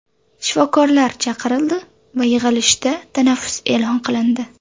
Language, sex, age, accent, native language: Uzbek, female, 25-34, Surxondaryo, Uzbek